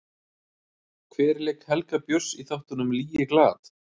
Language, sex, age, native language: Icelandic, male, 30-39, Icelandic